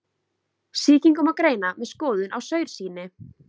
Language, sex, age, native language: Icelandic, female, 20-29, Icelandic